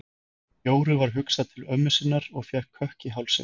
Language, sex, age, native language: Icelandic, male, 20-29, Icelandic